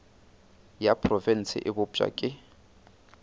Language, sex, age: Northern Sotho, male, 29